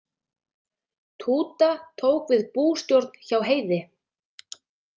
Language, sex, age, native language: Icelandic, female, 30-39, Icelandic